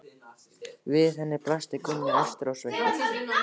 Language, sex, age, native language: Icelandic, male, 13, Icelandic